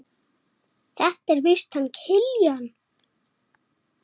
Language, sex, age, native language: Icelandic, male, 7, Icelandic